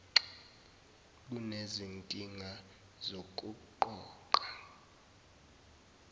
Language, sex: Zulu, male